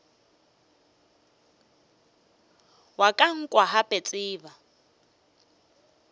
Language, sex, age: Northern Sotho, female, 23